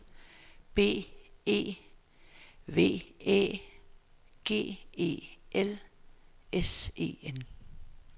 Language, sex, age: Danish, female, 59